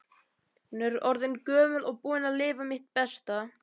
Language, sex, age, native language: Icelandic, male, 11, Icelandic